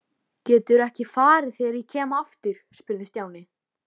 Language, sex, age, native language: Icelandic, female, 13, Icelandic